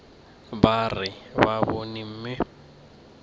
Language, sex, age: Northern Sotho, male, 24